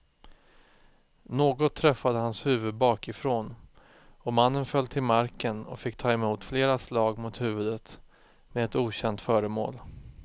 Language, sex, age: Swedish, male, 36